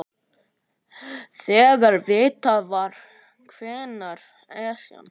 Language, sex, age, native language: Icelandic, male, 9, Icelandic